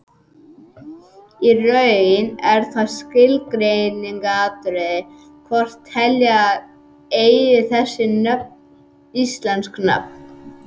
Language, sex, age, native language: Icelandic, male, 18-19, Icelandic